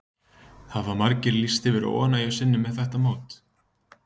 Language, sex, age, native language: Icelandic, male, 20-29, Icelandic